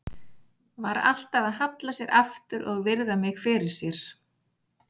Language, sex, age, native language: Icelandic, female, 40-49, Icelandic